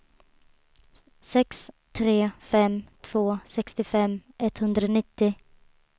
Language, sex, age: Swedish, female, 23